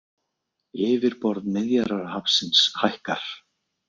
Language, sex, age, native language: Icelandic, male, 20-29, Icelandic